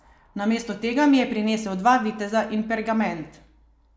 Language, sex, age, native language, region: Slovenian, female, 30-49, Slovenian, Savinja region